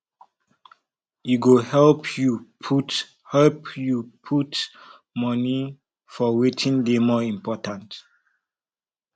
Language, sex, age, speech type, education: Nigerian Pidgin, male, 15-29, spontaneous, tertiary